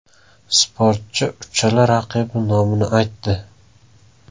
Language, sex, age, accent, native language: Uzbek, male, 18-24, Samarqand, Uzbek